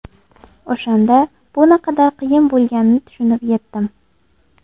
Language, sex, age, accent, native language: Uzbek, female, 18-24, Andijon, Uzbek